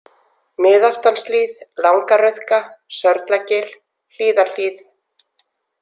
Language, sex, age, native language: Icelandic, female, 40-49, Icelandic